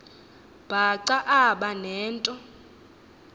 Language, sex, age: Xhosa, female, 22